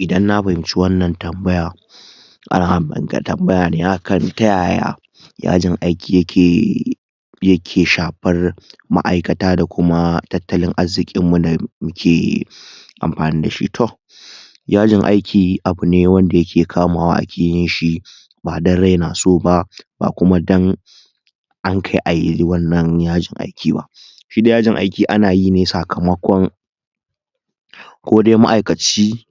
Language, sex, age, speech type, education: Hausa, male, 15-29, spontaneous, tertiary